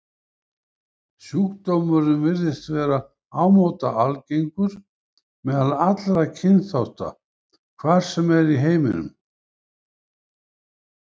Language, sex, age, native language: Icelandic, male, 70-79, Icelandic